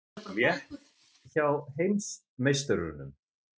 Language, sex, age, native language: Icelandic, male, 50-59, Icelandic